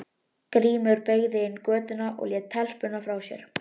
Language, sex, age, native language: Icelandic, male, 11, Icelandic